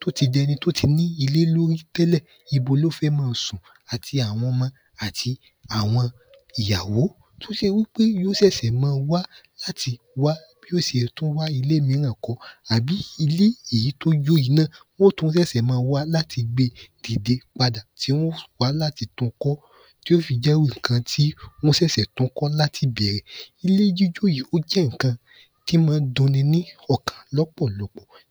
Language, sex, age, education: Yoruba, male, 15-29, tertiary